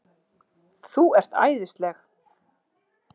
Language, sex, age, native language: Icelandic, female, 40-49, Icelandic